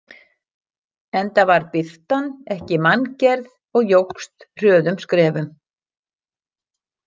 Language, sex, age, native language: Icelandic, female, 60-69, Icelandic